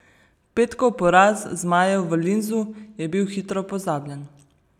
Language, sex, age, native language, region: Slovenian, female, 30-49, Slovenian, Savinja region